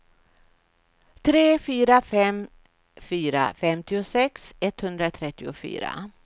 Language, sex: Swedish, female